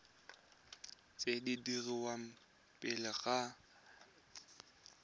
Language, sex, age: Tswana, male, 20